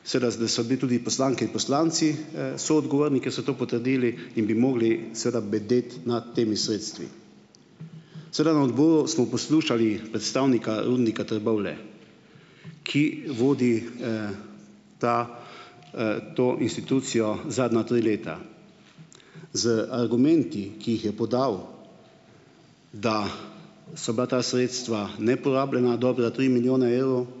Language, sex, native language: Slovenian, male, Slovenian